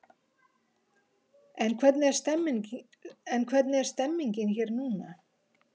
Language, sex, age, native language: Icelandic, female, 50-59, Icelandic